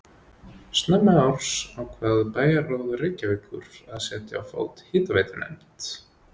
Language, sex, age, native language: Icelandic, male, 20-29, Icelandic